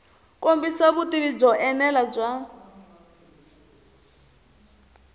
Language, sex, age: Tsonga, female, 22